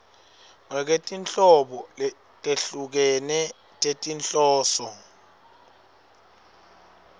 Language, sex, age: Swati, male, 21